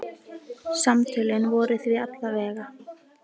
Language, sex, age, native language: Icelandic, female, 18-19, Icelandic